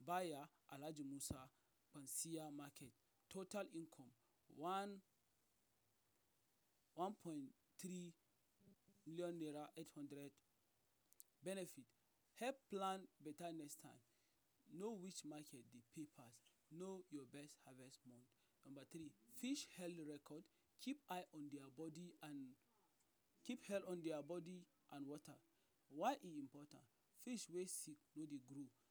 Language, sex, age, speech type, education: Nigerian Pidgin, male, 30-45, spontaneous, tertiary